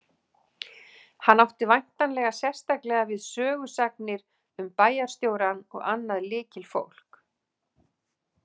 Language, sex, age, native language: Icelandic, female, 40-49, Icelandic